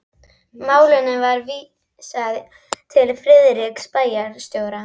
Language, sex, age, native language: Icelandic, female, 12, Icelandic